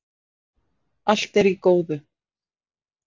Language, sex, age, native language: Icelandic, female, 40-49, Icelandic